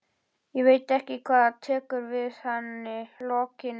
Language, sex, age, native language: Icelandic, male, 11, Icelandic